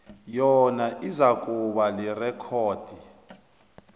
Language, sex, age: South Ndebele, male, 29